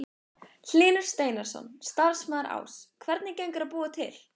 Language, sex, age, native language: Icelandic, female, 15, Icelandic